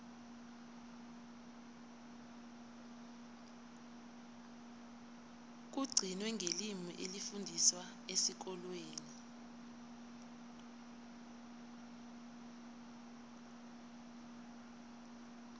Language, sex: South Ndebele, female